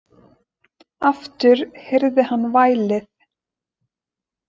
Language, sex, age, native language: Icelandic, female, 20-29, Icelandic